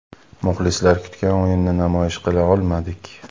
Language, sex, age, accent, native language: Uzbek, male, 25-34, Farg'ona, Uzbek